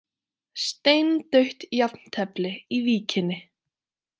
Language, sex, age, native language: Icelandic, female, 20-29, Icelandic